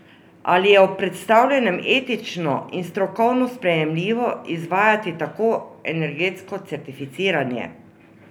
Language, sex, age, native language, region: Slovenian, female, 50-59, Slovenian, Drava region